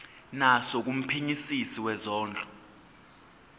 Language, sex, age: Zulu, male, 20